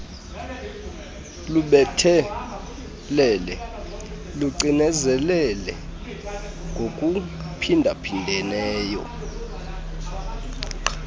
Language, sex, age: Xhosa, male, 32